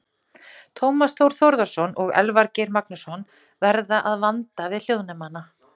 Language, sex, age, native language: Icelandic, female, 40-49, Icelandic